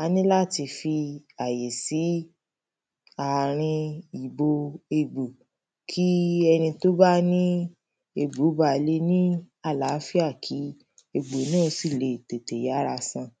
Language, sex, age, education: Yoruba, female, 30-45, primary